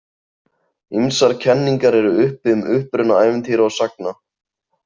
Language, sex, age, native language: Icelandic, male, 18-19, Icelandic